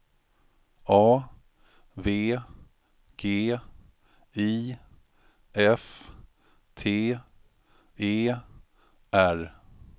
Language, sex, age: Swedish, male, 45